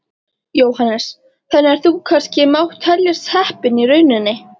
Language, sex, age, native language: Icelandic, female, 13, Icelandic